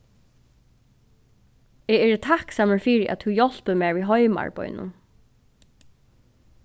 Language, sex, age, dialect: Faroese, female, 15-35, Norðuroyggjar